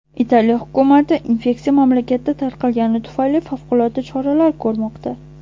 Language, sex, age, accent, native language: Uzbek, female, 18-24, Toshkent shahri, Uzbek